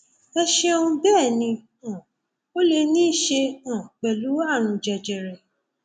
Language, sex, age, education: Yoruba, female, 30-45, tertiary